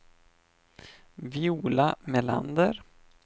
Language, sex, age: Swedish, male, 25